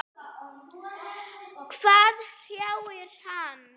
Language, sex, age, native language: Icelandic, female, 8, Icelandic